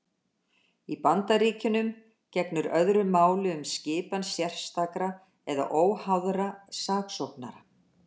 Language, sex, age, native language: Icelandic, female, 60-69, Icelandic